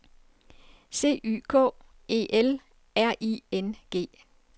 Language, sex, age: Danish, female, 47